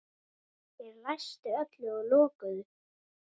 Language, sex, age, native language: Icelandic, female, 9, Icelandic